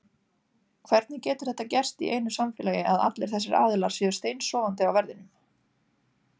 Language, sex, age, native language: Icelandic, female, 30-39, Icelandic